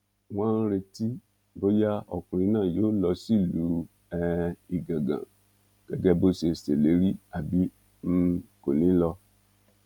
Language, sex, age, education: Yoruba, male, 46-60, tertiary